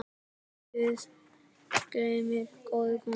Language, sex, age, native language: Icelandic, male, 10, Icelandic